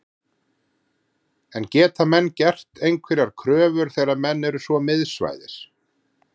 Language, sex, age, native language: Icelandic, male, 40-49, Icelandic